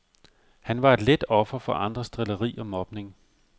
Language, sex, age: Danish, male, 45